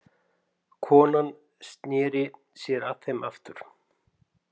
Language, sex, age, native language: Icelandic, male, 50-59, Icelandic